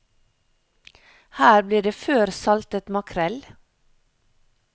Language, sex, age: Norwegian, female, 56